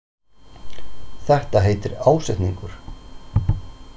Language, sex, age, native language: Icelandic, male, 40-49, Icelandic